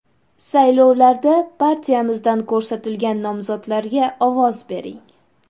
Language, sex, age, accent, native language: Uzbek, female, 18-24, Toshkent shahri, Uzbek